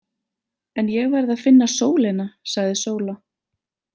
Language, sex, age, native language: Icelandic, female, 30-39, Icelandic